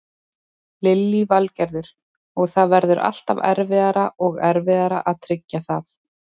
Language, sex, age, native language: Icelandic, female, 20-29, Icelandic